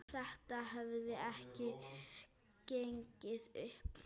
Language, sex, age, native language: Icelandic, female, 9, Icelandic